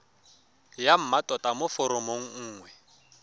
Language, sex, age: Tswana, male, 23